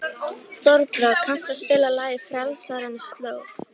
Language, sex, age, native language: Icelandic, female, 13, Icelandic